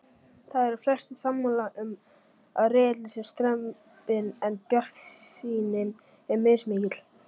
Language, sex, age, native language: Icelandic, male, 40-49, Icelandic